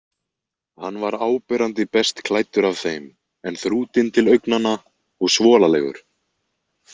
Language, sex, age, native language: Icelandic, male, 20-29, Icelandic